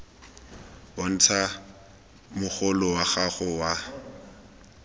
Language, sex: Tswana, male